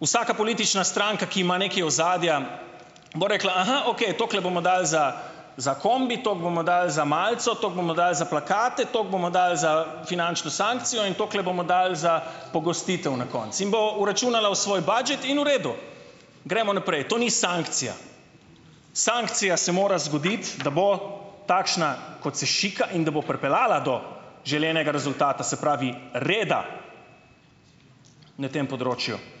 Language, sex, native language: Slovenian, male, Slovenian